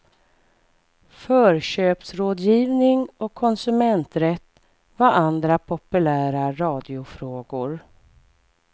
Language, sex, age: Swedish, female, 44